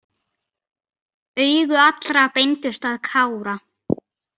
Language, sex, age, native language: Icelandic, female, 50-59, Icelandic